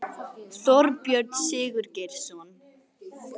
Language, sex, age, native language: Icelandic, female, 18-19, Icelandic